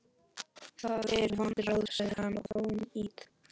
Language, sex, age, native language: Icelandic, male, 11, Polish